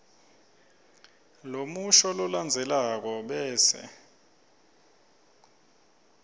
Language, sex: Swati, male